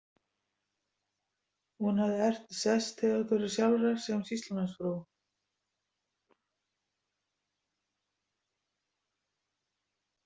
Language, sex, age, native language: Icelandic, female, 60-69, Icelandic